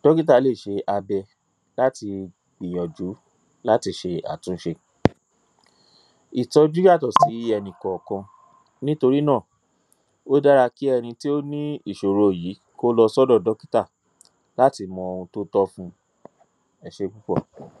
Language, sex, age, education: Yoruba, male, 30-45, tertiary